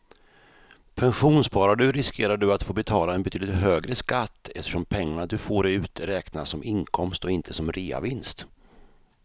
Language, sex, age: Swedish, male, 53